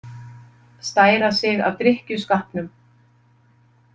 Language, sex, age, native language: Icelandic, female, 50-59, Icelandic